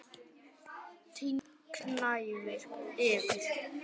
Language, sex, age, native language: Icelandic, male, 9, Icelandic